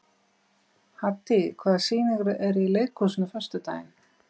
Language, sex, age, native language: Icelandic, female, 50-59, Icelandic